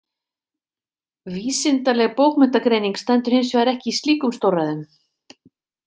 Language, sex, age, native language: Icelandic, female, 50-59, Icelandic